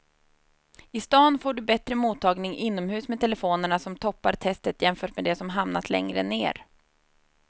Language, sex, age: Swedish, female, 30